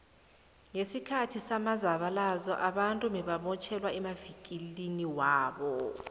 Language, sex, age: South Ndebele, female, 23